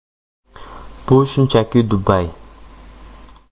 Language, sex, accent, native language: Uzbek, male, Jizzax, Uzbek